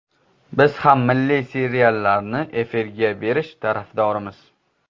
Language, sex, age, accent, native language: Uzbek, male, 18-24, Qashqadaryo, Uzbek